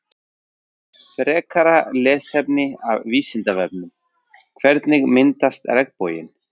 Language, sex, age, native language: Icelandic, male, 40-49, Icelandic